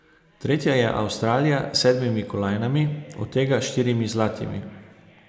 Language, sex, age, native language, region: Slovenian, male, 30-49, Slovenian, Savinja region